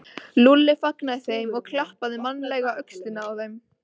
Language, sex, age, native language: Icelandic, female, 13, Icelandic